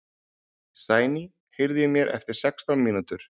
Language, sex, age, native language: Icelandic, male, 40-49, Icelandic